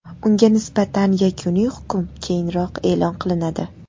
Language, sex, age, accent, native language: Uzbek, female, 18-24, Namangan, Uzbek